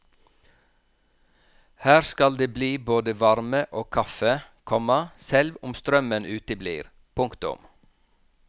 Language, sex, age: Norwegian, male, 46